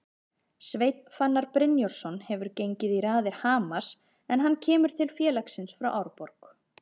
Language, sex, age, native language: Icelandic, female, 30-39, Icelandic